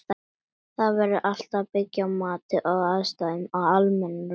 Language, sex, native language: Icelandic, female, Icelandic